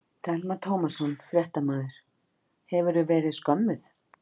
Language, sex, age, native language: Icelandic, female, 50-59, Icelandic